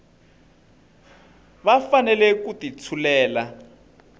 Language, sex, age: Tsonga, male, 25